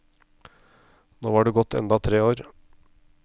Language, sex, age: Norwegian, male, 34